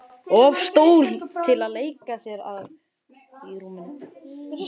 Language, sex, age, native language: Icelandic, male, 11, Icelandic